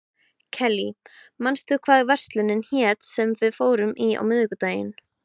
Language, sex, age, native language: Icelandic, female, 12, Icelandic